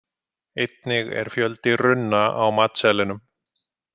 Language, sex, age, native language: Icelandic, male, 50-59, Icelandic